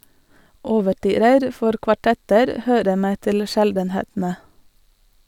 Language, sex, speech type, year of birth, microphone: Norwegian, female, read, 1986, Sennheiser